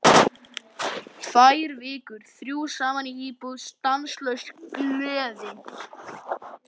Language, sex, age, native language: Icelandic, male, 11, Icelandic